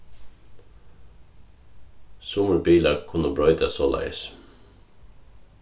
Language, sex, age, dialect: Faroese, male, 36-60, Suðurstreymoy